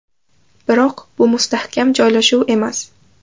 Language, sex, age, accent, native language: Uzbek, female, under 19, Toshkent shahri, Uzbek